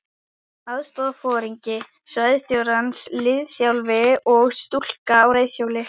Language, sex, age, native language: Icelandic, female, 11, Icelandic